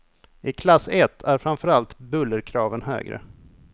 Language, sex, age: Swedish, male, 28